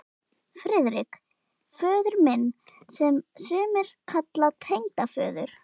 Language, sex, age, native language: Icelandic, female, 11, Icelandic